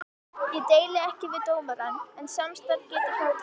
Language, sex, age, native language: Icelandic, female, 11, Icelandic